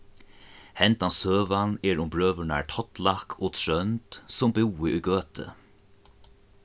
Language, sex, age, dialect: Faroese, male, 15-35, Norðuroyggjar